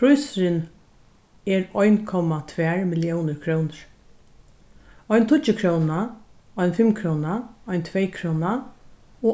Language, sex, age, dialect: Faroese, female, 61+, Norðurstreymoy/Eysturoy